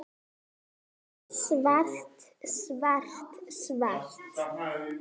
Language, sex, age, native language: Icelandic, female, 10, Icelandic